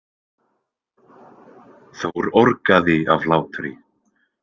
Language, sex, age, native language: Icelandic, male, 20-29, Icelandic